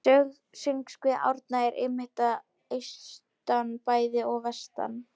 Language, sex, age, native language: Icelandic, female, 11, Polish